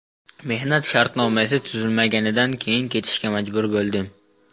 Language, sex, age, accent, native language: Uzbek, male, 12-17, Namangan, Uzbek